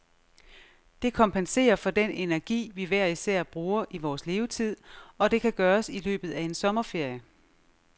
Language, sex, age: Danish, female, 36